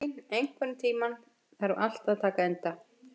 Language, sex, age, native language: Icelandic, female, 50-59, Icelandic